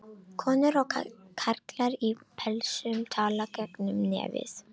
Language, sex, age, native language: Icelandic, female, 18-19, Romanian